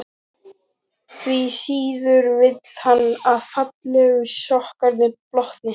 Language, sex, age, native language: Icelandic, male, 12, Icelandic